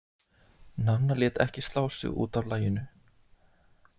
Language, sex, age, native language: Icelandic, male, 20-29, Icelandic